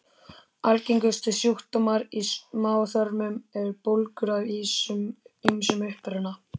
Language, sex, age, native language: Icelandic, male, 13, Icelandic